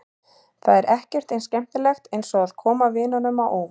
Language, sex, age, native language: Icelandic, female, 30-39, Icelandic